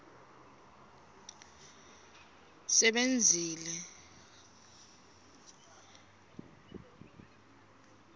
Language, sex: Swati, female